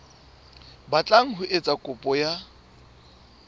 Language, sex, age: Southern Sotho, male, 24